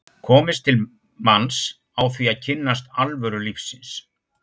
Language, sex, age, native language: Icelandic, male, 60-69, Icelandic